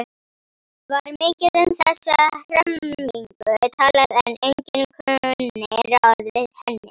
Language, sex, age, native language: Icelandic, female, 18-19, Icelandic